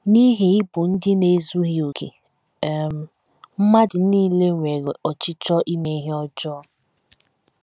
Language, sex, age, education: Igbo, female, 15-29, tertiary